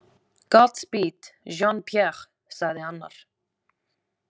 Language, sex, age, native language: Icelandic, female, 20-29, Icelandic